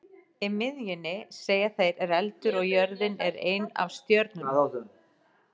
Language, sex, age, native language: Icelandic, female, 40-49, Icelandic